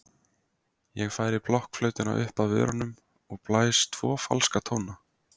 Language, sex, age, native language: Icelandic, male, 20-29, Icelandic